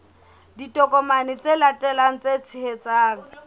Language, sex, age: Southern Sotho, female, 24